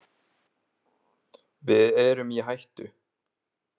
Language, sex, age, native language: Icelandic, male, 20-29, Icelandic